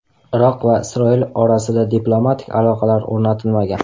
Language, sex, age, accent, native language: Uzbek, male, 18-24, Qashqadaryo, Uzbek